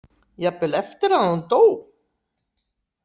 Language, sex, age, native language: Icelandic, female, 60-69, Icelandic